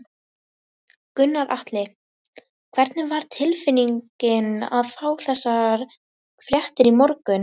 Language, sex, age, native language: Icelandic, female, 18-19, Icelandic